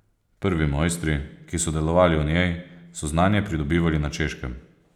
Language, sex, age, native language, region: Slovenian, male, 30-49, Slovenian, Posavska region